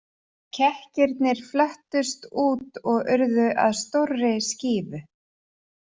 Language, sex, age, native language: Icelandic, female, 40-49, Icelandic